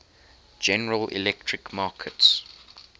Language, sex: English, male